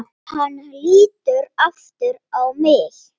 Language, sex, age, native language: Icelandic, male, 8, Icelandic